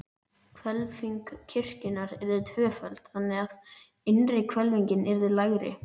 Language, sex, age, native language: Icelandic, female, 11, Icelandic